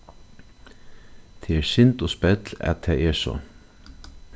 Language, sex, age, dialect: Faroese, male, 36-60, Suðurstreymoy